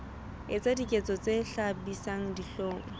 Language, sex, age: Southern Sotho, female, 25